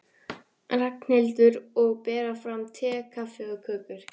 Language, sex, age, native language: Icelandic, female, 14, Icelandic